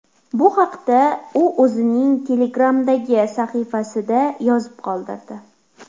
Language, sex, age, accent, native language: Uzbek, female, under 19, Farg'ona, Uzbek